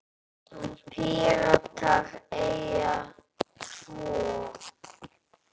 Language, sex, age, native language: Icelandic, male, 10, Icelandic